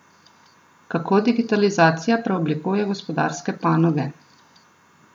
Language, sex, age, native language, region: Slovenian, female, 30-49, Slovenian, Southeast Slovenia